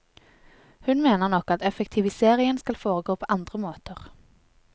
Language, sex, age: Norwegian, female, 20